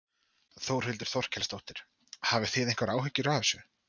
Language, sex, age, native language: Icelandic, male, 30-39, Icelandic